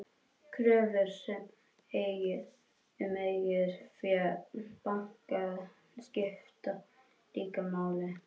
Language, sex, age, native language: Icelandic, male, 21, Icelandic